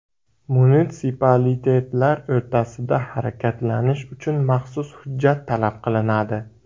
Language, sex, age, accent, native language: Uzbek, male, 18-24, Buxoro, Uzbek